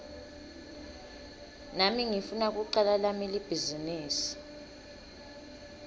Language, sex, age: Swati, female, 22